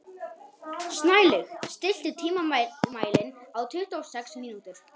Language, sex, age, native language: Icelandic, male, 18-19, Polish